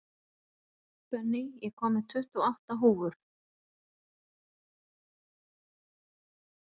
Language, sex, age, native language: Icelandic, female, 40-49, Icelandic